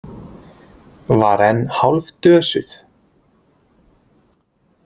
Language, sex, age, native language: Icelandic, male, 20-29, Icelandic